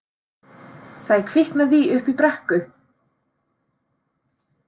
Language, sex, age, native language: Icelandic, female, 30-39, Icelandic